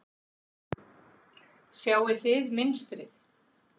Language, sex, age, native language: Icelandic, female, 60-69, Icelandic